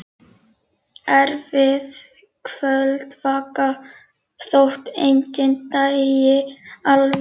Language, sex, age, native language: Icelandic, female, 11, Icelandic